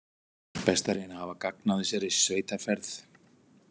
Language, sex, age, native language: Icelandic, male, 60-69, Icelandic